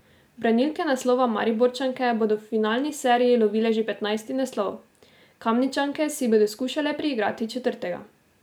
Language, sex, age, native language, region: Slovenian, female, 18-29, Slovenian, Drava region